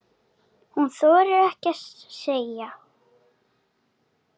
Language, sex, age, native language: Icelandic, female, 7, Icelandic